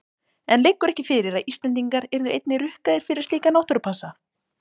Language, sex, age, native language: Icelandic, female, 20-29, Icelandic